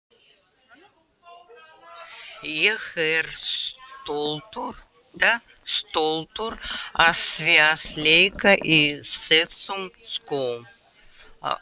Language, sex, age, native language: Icelandic, female, 80-89, Russian